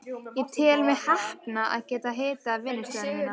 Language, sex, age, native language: Icelandic, female, 12, Icelandic